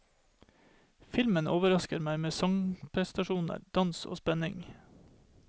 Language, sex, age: Norwegian, male, 31